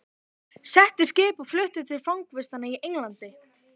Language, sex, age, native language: Icelandic, female, 12, Icelandic